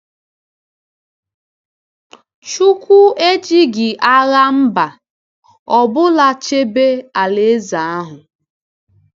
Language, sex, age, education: Igbo, female, 15-29, tertiary